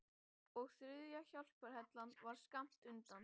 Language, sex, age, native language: Icelandic, male, 12, Icelandic